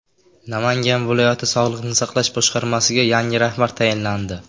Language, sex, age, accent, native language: Uzbek, male, under 19, Qashqadaryo, Uzbek